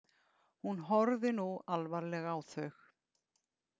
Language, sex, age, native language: Icelandic, female, 50-59, Icelandic